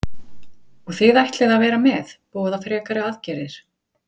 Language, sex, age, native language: Icelandic, female, 40-49, Icelandic